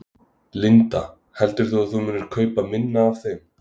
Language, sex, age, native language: Icelandic, male, 20-29, Icelandic